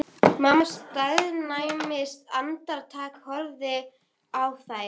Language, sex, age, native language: Icelandic, male, 11, Icelandic